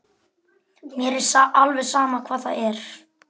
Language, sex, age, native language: Icelandic, male, 11, Icelandic